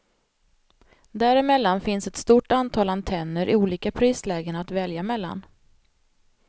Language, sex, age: Swedish, female, 45